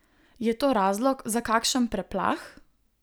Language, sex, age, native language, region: Slovenian, female, 18-29, Slovenian, Southeast Slovenia